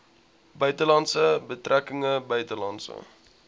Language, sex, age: Afrikaans, male, 20